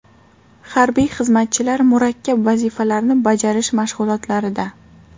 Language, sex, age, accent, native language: Uzbek, female, 18-24, Toshkent shahri, Uzbek